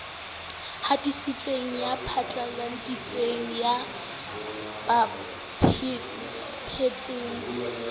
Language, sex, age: Southern Sotho, female, 18